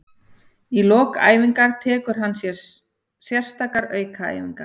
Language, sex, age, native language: Icelandic, female, 40-49, Icelandic